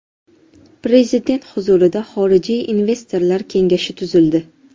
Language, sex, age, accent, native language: Uzbek, female, 12-17, Jizzax, Uzbek